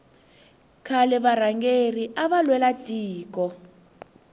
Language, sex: Tsonga, female